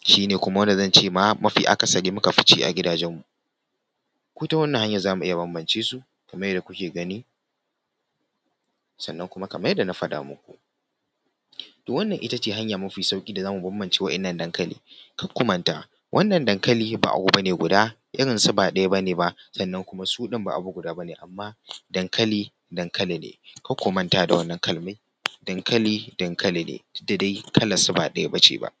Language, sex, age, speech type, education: Hausa, male, 15-29, spontaneous, tertiary